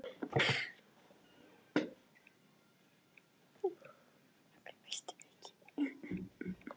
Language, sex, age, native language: Icelandic, female, 13, Icelandic